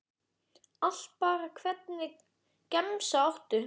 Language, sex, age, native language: Icelandic, male, 10, Icelandic